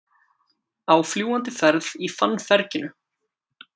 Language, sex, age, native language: Icelandic, male, 18-19, Icelandic